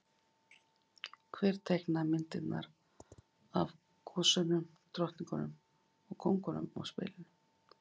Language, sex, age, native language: Icelandic, female, 50-59, Icelandic